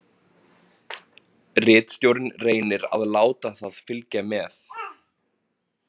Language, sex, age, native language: Icelandic, male, 30-39, Icelandic